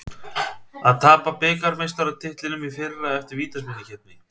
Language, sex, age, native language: Icelandic, male, 30-39, Icelandic